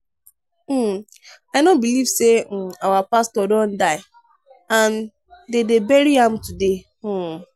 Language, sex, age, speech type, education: Nigerian Pidgin, female, 15-29, spontaneous, tertiary